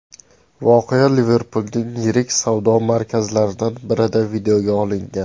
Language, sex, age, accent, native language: Uzbek, male, 18-24, Toshkent shahri, Uzbek